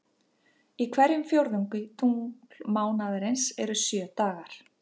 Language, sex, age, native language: Icelandic, female, 50-59, Icelandic